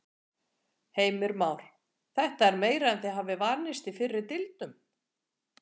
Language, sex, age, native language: Icelandic, female, 40-49, Icelandic